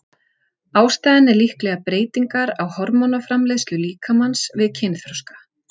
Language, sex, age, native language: Icelandic, female, 40-49, Icelandic